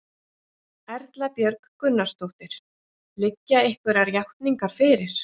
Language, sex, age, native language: Icelandic, female, 40-49, Icelandic